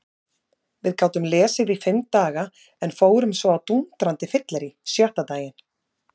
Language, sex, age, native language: Icelandic, female, 30-39, Icelandic